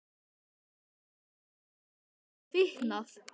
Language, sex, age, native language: Icelandic, male, 10, Icelandic